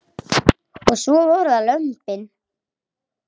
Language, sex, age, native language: Icelandic, female, 8, Icelandic